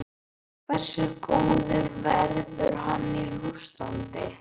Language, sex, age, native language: Icelandic, male, 11, Icelandic